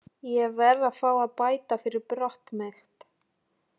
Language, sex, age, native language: Icelandic, female, 30-39, Polish